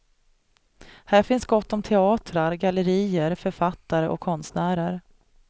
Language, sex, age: Swedish, female, 37